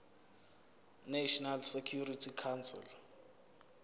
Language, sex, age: Zulu, male, 24